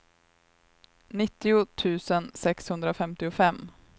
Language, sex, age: Swedish, female, 23